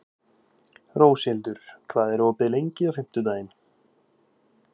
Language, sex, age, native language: Icelandic, male, 18-19, Icelandic